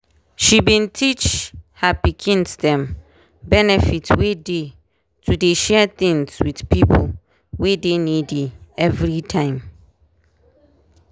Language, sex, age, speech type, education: Nigerian Pidgin, female, 15-29, spontaneous, tertiary